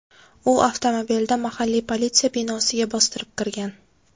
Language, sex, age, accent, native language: Uzbek, female, 18-24, Navoiy, Uzbek